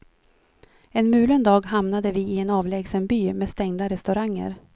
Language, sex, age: Swedish, female, 43